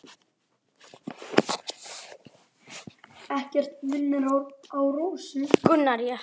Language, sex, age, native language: Icelandic, male, 8, Icelandic